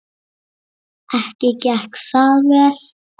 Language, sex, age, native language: Icelandic, male, 7, Icelandic